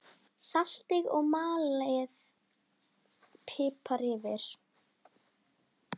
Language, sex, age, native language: Icelandic, female, 10, Icelandic